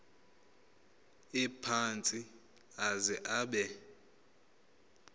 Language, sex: Xhosa, male